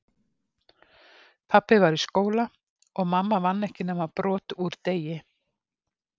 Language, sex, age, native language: Icelandic, female, 50-59, Icelandic